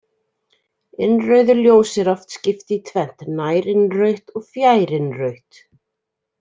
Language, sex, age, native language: Icelandic, female, 40-49, Icelandic